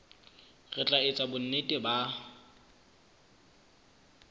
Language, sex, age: Southern Sotho, male, 24